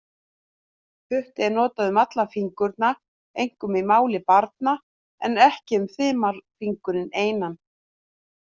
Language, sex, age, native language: Icelandic, female, 50-59, Icelandic